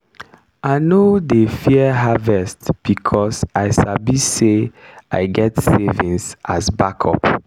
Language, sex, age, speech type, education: Nigerian Pidgin, male, 15-29, spontaneous, tertiary